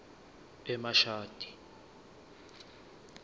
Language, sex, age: Swati, male, 19